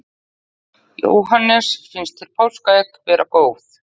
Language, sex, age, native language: Icelandic, female, 40-49, Icelandic